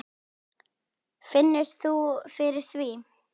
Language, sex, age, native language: Icelandic, female, 10, Icelandic